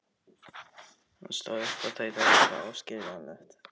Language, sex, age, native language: Icelandic, male, 12, Icelandic